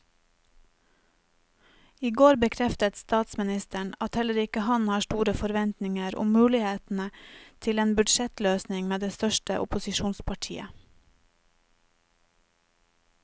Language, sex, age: Norwegian, female, 30